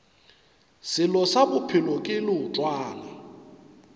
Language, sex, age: Northern Sotho, male, 35